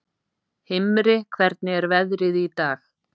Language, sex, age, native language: Icelandic, female, 50-59, Icelandic